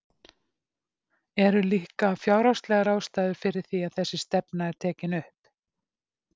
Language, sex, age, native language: Icelandic, female, 50-59, Icelandic